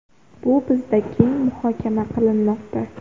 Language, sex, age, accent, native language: Uzbek, female, under 19, Xorazm, Uzbek